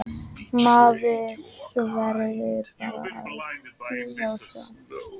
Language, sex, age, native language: Icelandic, male, 18-19, Icelandic